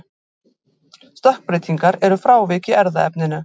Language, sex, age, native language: Icelandic, female, 50-59, Icelandic